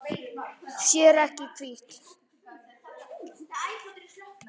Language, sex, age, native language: Icelandic, male, 10, Icelandic